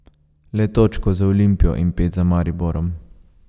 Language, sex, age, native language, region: Slovenian, male, 30-49, Slovenian, Savinja region